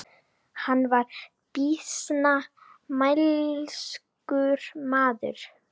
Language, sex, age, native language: Icelandic, female, 10, Icelandic